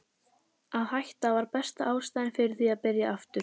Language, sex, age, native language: Icelandic, female, 11, Icelandic